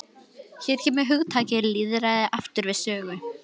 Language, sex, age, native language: Icelandic, female, 11, Icelandic